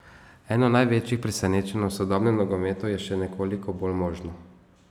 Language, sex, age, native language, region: Slovenian, male, 18-29, Slovenian, Savinja region